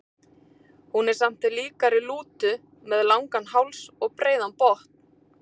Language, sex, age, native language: Icelandic, female, 40-49, Icelandic